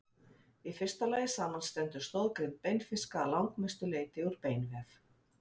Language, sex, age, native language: Icelandic, female, 50-59, Icelandic